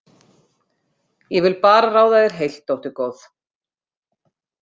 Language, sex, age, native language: Icelandic, female, 50-59, Icelandic